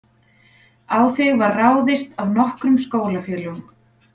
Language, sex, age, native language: Icelandic, female, 40-49, Icelandic